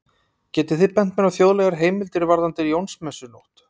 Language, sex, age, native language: Icelandic, male, 30-39, Icelandic